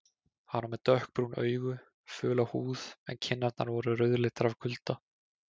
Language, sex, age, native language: Icelandic, male, 20-29, Icelandic